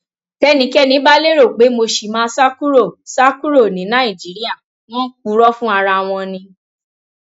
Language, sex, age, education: Yoruba, female, 15-29, tertiary